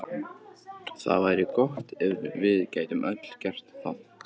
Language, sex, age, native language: Icelandic, male, 14, Icelandic